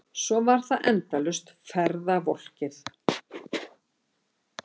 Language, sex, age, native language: Icelandic, female, 60-69, Icelandic